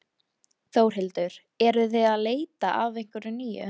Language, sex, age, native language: Icelandic, female, 13, Icelandic